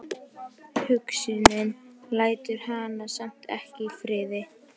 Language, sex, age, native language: Icelandic, female, 11, Icelandic